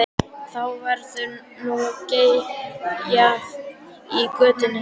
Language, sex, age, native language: Icelandic, male, 12, Icelandic